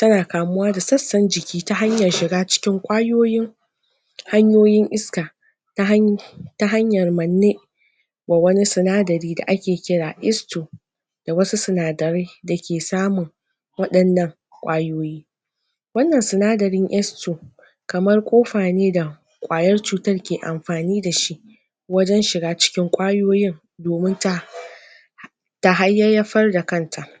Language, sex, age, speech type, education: Hausa, female, 46-60, spontaneous, tertiary